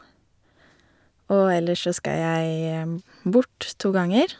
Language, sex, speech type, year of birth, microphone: Norwegian, female, spontaneous, 1987, Shure